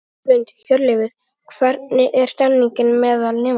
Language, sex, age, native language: Icelandic, male, 11, Icelandic